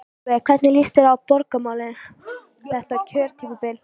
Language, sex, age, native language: Icelandic, female, 13, Icelandic